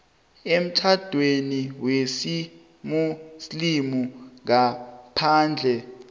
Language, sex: South Ndebele, male